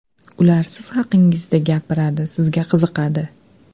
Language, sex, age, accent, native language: Uzbek, female, 25-34, Andijon, Uzbek